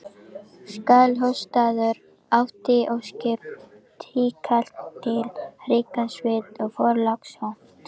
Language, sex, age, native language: Icelandic, female, 14, Icelandic